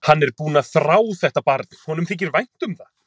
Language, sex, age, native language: Icelandic, male, 30-39, Icelandic